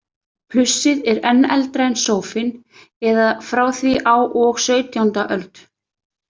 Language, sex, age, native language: Icelandic, female, 30-39, Icelandic